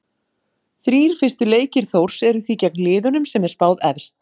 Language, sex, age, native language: Icelandic, female, 40-49, Icelandic